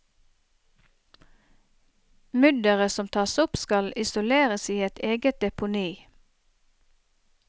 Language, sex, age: Norwegian, female, 30